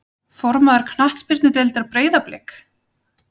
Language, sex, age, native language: Icelandic, female, 30-39, Icelandic